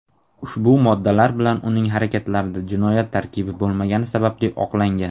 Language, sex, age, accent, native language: Uzbek, male, 19-29, Namangan, Uzbek